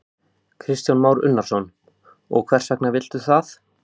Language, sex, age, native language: Icelandic, male, 15, Icelandic